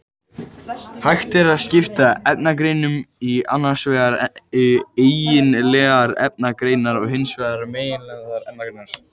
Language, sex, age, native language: Icelandic, male, 18-19, Icelandic